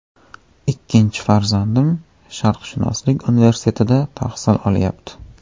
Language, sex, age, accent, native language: Uzbek, male, 18-24, Andijon, Uzbek